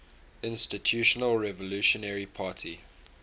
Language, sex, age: English, male, 18